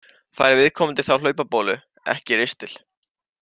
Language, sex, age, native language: Icelandic, male, 18-19, Icelandic